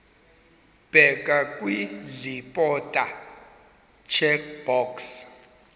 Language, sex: Zulu, male